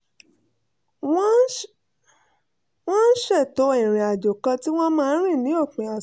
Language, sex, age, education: Yoruba, female, 30-45, tertiary